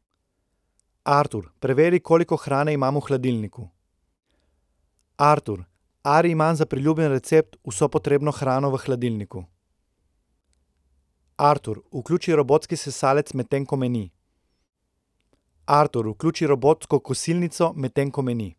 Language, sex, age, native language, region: Slovenian, male, 30-49, Slovenian, Central Slovenia